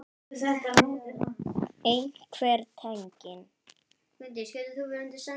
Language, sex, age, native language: Icelandic, female, 9, Icelandic